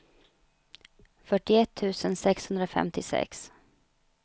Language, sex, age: Swedish, female, 35